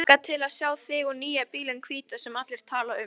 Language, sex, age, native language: Icelandic, female, 18-19, Icelandic